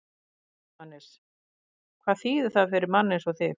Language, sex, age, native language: Icelandic, female, 50-59, Icelandic